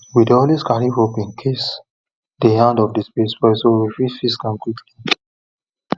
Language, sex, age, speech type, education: Nigerian Pidgin, male, 30-45, spontaneous, tertiary